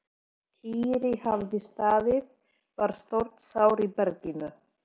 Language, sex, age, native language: Icelandic, female, 40-49, Polish